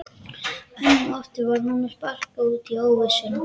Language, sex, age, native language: Icelandic, male, 11, Icelandic